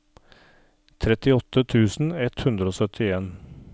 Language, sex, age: Norwegian, male, 39